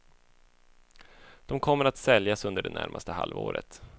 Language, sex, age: Swedish, male, 24